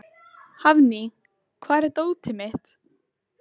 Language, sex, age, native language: Icelandic, female, 14, Icelandic